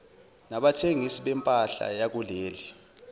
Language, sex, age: Zulu, male, 19